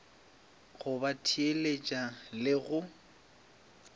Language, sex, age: Northern Sotho, male, 23